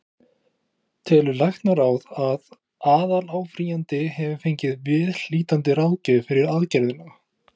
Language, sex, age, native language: Icelandic, male, 20-29, Icelandic